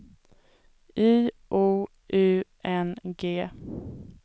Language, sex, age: Swedish, female, 24